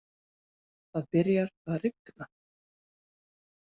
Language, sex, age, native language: Icelandic, female, 40-49, Icelandic